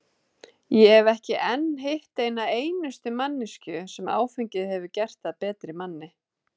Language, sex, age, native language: Icelandic, female, 30-39, Icelandic